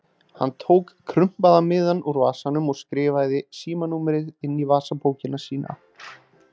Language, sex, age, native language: Icelandic, male, 30-39, Icelandic